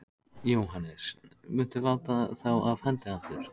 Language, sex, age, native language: Icelandic, male, 14, Icelandic